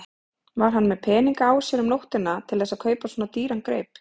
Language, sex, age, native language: Icelandic, female, 30-39, Icelandic